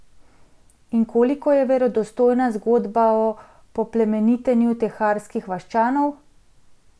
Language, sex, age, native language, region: Slovenian, female, 30-49, Slovenian, Central Slovenia